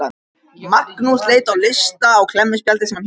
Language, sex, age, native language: Icelandic, male, 13, Icelandic